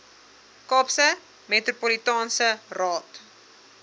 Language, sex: Afrikaans, female